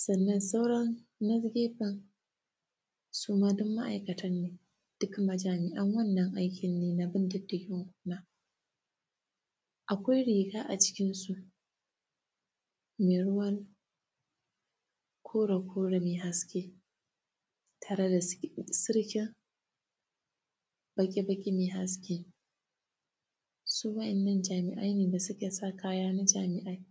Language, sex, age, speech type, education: Hausa, female, 15-29, spontaneous, tertiary